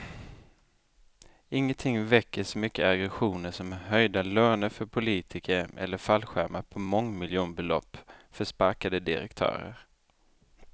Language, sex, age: Swedish, male, 29